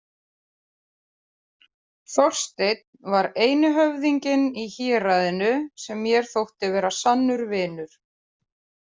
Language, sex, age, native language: Icelandic, female, 30-39, Icelandic